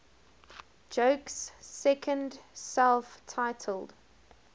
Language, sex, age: English, female, 20